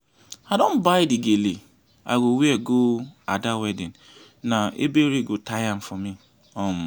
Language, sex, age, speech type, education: Nigerian Pidgin, male, 30-45, spontaneous, tertiary